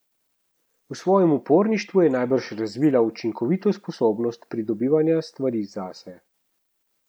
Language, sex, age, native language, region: Slovenian, male, 30-49, Slovenian, Central Slovenia